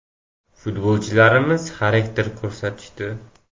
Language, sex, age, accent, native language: Uzbek, male, 18-24, Farg'ona, Uzbek